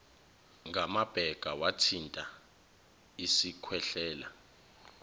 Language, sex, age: Zulu, male, 21